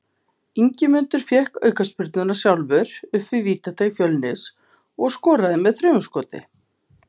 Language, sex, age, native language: Icelandic, female, 50-59, Icelandic